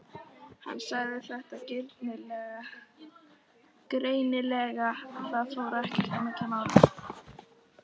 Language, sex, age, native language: Icelandic, female, 13, Icelandic